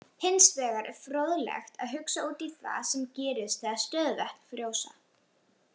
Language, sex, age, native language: Icelandic, female, 18-19, Icelandic